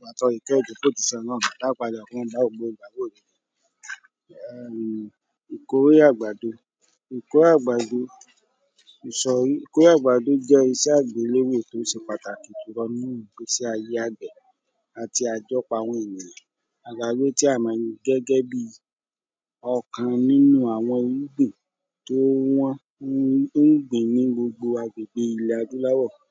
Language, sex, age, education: Yoruba, male, 30-45, tertiary